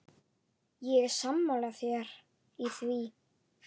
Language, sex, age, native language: Icelandic, female, 11, Icelandic